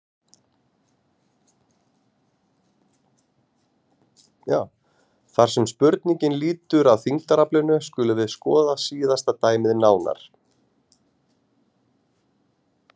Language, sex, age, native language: Icelandic, male, 40-49, Icelandic